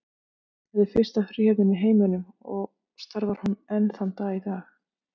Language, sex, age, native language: Icelandic, female, 50-59, Icelandic